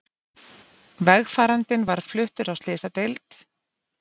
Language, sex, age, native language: Icelandic, female, 50-59, Icelandic